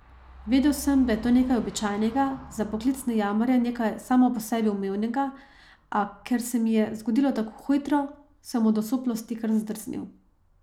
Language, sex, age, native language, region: Slovenian, female, 30-49, Slovenian, Savinja region